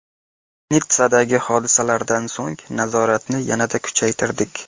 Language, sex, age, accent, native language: Uzbek, male, 18-24, Qashqadaryo, Uzbek